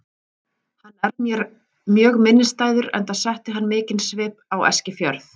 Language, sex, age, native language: Icelandic, female, 40-49, Icelandic